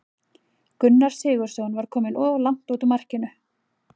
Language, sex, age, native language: Icelandic, female, 40-49, Icelandic